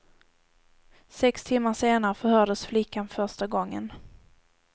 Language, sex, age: Swedish, female, 18